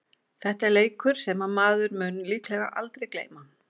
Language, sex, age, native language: Icelandic, female, 40-49, Icelandic